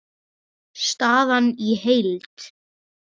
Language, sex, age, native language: Icelandic, female, 30-39, Icelandic